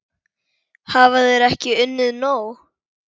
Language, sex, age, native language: Icelandic, female, 10, Icelandic